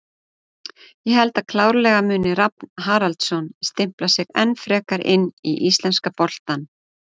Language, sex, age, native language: Icelandic, female, 40-49, Icelandic